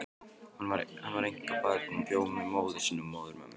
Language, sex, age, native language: Icelandic, male, 12, Icelandic